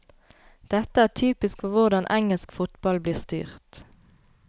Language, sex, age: Norwegian, female, 33